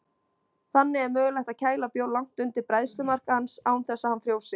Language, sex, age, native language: Icelandic, female, 20-29, Icelandic